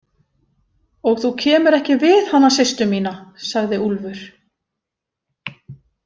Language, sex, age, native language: Icelandic, female, 50-59, Icelandic